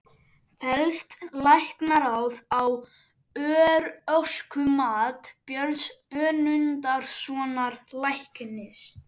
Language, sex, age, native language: Icelandic, male, 11, Icelandic